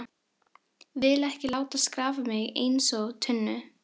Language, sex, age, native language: Icelandic, female, 13, Filipino